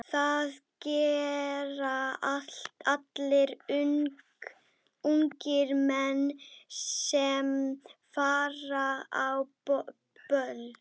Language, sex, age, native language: Icelandic, female, 12, Icelandic